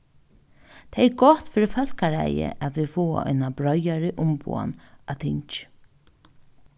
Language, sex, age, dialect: Faroese, female, 15-35, Norðuroyggjar